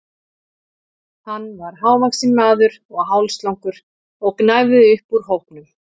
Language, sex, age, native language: Icelandic, male, 40-49, Icelandic